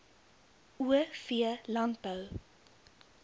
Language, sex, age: Afrikaans, female, 22